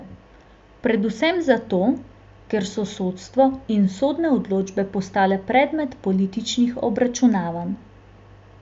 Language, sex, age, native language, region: Slovenian, female, 18-29, Slovenian, Central Slovenia